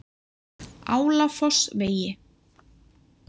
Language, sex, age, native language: Icelandic, female, 20-29, Icelandic